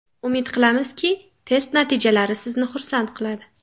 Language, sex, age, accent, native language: Uzbek, female, 18-24, Samarqand, Uzbek